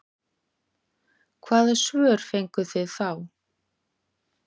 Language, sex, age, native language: Icelandic, female, 40-49, Icelandic